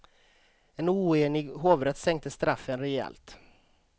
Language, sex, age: Swedish, male, 35